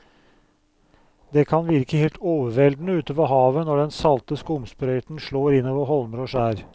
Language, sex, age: Norwegian, male, 44